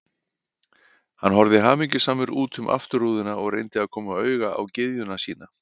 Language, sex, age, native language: Icelandic, male, 50-59, Icelandic